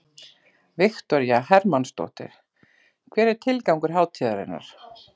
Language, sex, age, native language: Icelandic, female, 40-49, Icelandic